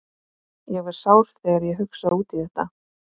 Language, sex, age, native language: Icelandic, female, 18-19, Icelandic